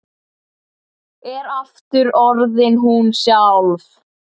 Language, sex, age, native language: Icelandic, male, 8, Icelandic